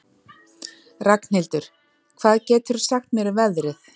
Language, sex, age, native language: Icelandic, female, 30-39, Icelandic